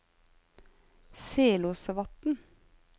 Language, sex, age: Norwegian, female, 35